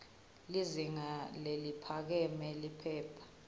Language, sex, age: Swati, female, 21